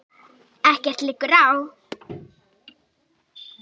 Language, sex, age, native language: Icelandic, female, 8, Icelandic